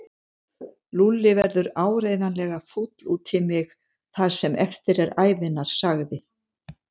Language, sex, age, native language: Icelandic, female, 70-79, Icelandic